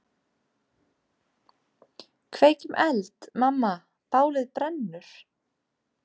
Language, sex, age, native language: Icelandic, female, 30-39, Icelandic